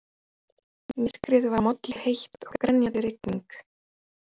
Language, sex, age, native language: Icelandic, female, 30-39, Icelandic